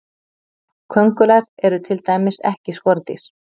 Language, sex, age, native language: Icelandic, female, 30-39, Icelandic